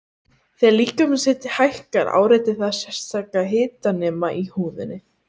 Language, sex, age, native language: Icelandic, female, 18-19, Icelandic